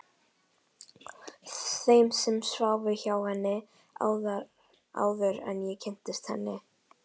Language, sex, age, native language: Icelandic, female, 11, Icelandic